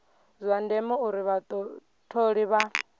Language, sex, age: Venda, female, 22